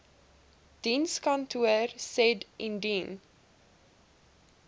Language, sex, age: Afrikaans, female, 20